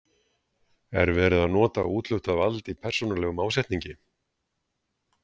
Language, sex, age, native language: Icelandic, male, 60-69, Icelandic